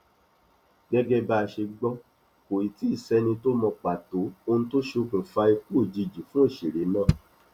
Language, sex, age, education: Yoruba, male, 30-45, tertiary